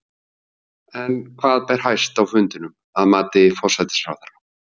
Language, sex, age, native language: Icelandic, male, 50-59, Icelandic